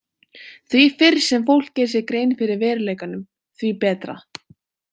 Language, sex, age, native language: Icelandic, female, 18-19, Icelandic